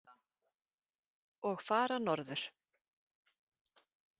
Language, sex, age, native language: Icelandic, female, 40-49, Icelandic